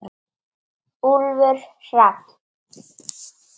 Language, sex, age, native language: Icelandic, female, 8, Icelandic